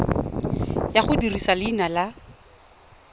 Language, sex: Tswana, female